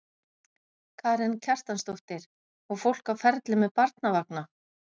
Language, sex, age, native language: Icelandic, female, 50-59, Icelandic